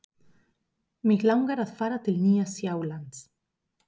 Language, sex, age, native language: Icelandic, female, 30-39, Spanish